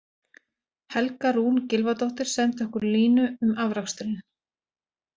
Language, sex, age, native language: Icelandic, female, 40-49, Icelandic